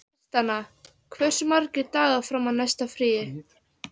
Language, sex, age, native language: Icelandic, female, 14, Icelandic